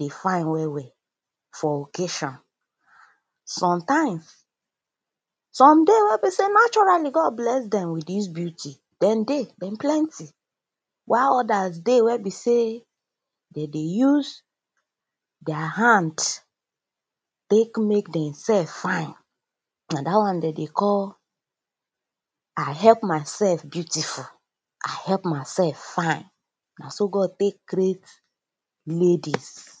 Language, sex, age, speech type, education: Nigerian Pidgin, female, 15-29, spontaneous, tertiary